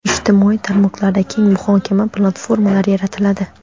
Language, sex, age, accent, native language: Uzbek, female, under 19, Xorazm, Uzbek